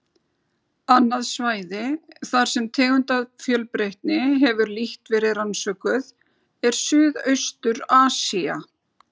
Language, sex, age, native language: Icelandic, female, 40-49, Icelandic